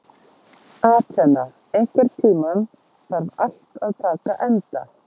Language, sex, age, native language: Icelandic, female, 30-39, Icelandic